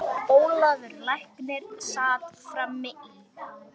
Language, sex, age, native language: Icelandic, female, 10, Icelandic